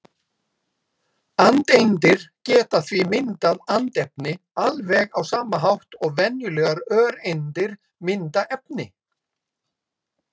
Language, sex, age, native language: Icelandic, male, 60-69, Icelandic